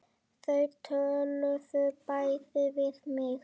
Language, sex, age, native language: Icelandic, male, 9, Icelandic